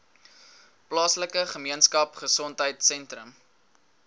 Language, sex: Afrikaans, male